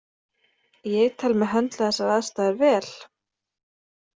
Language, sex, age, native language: Icelandic, female, 30-39, Icelandic